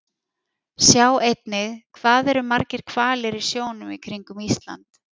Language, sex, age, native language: Icelandic, female, 40-49, Icelandic